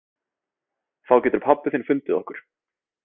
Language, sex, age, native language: Icelandic, male, 30-39, Icelandic